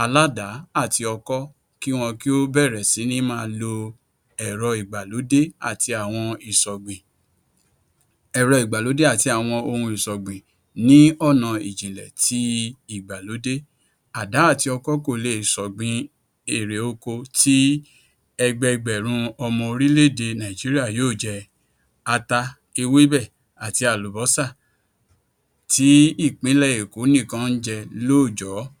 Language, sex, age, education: Yoruba, male, 46-60, tertiary